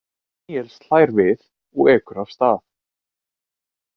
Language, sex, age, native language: Icelandic, male, 18-19, Icelandic